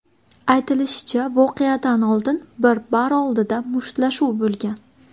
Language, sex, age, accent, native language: Uzbek, female, 19-29, Buxoro, Uzbek